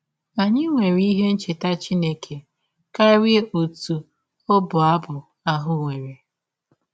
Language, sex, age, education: Igbo, female, 15-29, tertiary